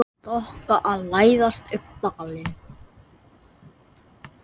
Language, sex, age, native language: Icelandic, female, 8, Icelandic